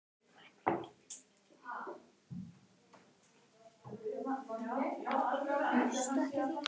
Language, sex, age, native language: Icelandic, other, 12, Icelandic